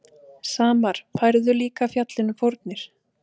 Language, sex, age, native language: Icelandic, female, 30-39, Icelandic